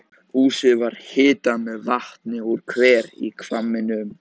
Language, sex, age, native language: Icelandic, male, 14, Icelandic